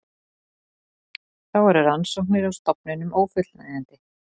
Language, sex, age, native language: Icelandic, female, 40-49, Icelandic